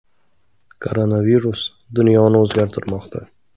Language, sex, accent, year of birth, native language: Uzbek, male, Qashqadaryo, 1995, Uzbek